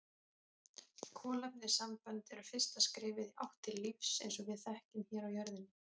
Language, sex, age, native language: Icelandic, female, 30-39, Icelandic